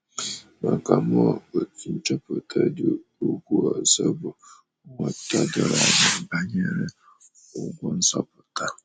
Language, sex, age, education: Igbo, male, 30-45, tertiary